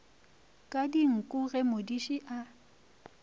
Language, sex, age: Northern Sotho, female, 23